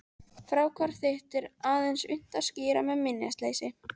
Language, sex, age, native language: Icelandic, female, 13, Icelandic